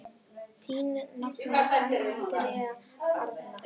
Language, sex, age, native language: Icelandic, female, 10, Icelandic